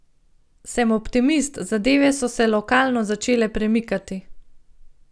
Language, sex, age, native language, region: Slovenian, female, 30-49, Slovenian, Gorenjska region